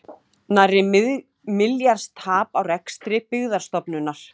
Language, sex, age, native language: Icelandic, female, 18-19, Icelandic